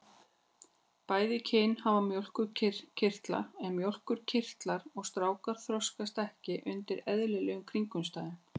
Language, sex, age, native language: Icelandic, female, 40-49, Icelandic